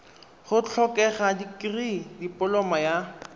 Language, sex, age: Tswana, male, 23